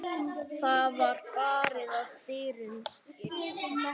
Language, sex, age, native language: Icelandic, male, 9, Icelandic